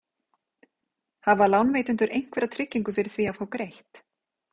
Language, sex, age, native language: Icelandic, female, 40-49, Icelandic